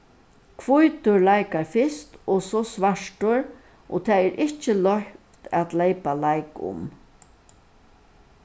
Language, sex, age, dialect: Faroese, female, 61+, Suðurstreymoy